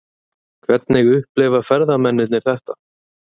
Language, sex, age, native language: Icelandic, male, 20-29, Icelandic